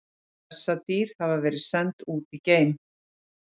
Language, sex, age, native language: Icelandic, female, 40-49, Icelandic